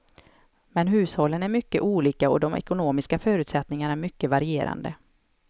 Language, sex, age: Swedish, female, 31